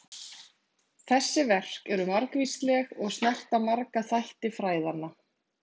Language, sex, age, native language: Icelandic, female, 30-39, Icelandic